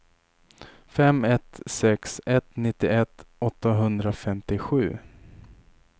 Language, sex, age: Swedish, male, 27